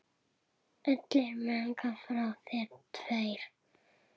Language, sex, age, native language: Icelandic, male, 7, Icelandic